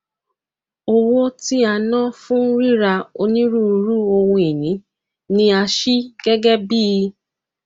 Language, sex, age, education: Yoruba, female, 15-29, tertiary